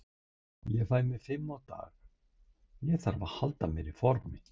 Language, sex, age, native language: Icelandic, male, 60-69, Icelandic